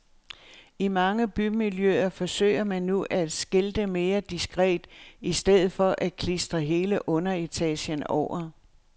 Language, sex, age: Danish, female, 69